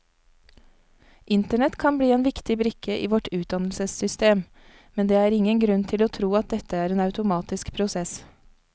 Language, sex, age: Norwegian, female, 31